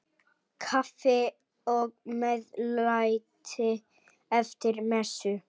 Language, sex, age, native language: Icelandic, male, 8, Icelandic